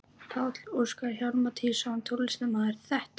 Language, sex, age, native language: Icelandic, female, 14, Icelandic